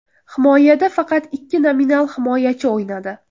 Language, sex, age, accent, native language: Uzbek, female, under 19, Toshkent viloyati, Uzbek